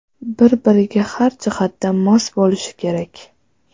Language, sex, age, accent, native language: Uzbek, female, 12-17, Toshkent viloyati, Uzbek